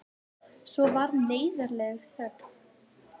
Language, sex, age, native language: Icelandic, female, 18-19, Icelandic